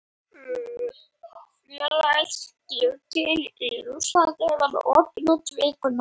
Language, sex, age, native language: Icelandic, female, 30-39, Icelandic